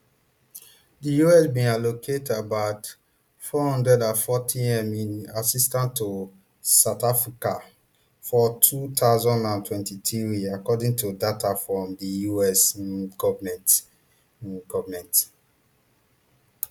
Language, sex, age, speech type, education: Nigerian Pidgin, male, 30-45, spontaneous, tertiary